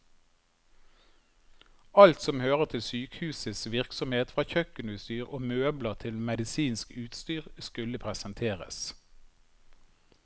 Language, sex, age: Norwegian, male, 51